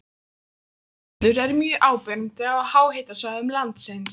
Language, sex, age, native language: Icelandic, female, 15, Icelandic